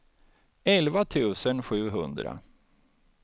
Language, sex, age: Swedish, male, 49